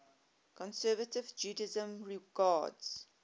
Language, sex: English, female